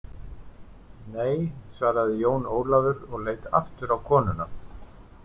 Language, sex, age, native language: Icelandic, male, 50-59, Icelandic